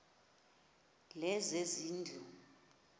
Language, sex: Xhosa, female